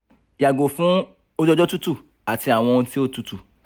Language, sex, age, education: Yoruba, male, 15-29, tertiary